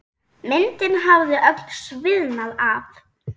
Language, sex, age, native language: Icelandic, female, 10, Icelandic